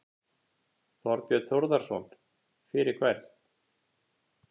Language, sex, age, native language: Icelandic, male, 50-59, Icelandic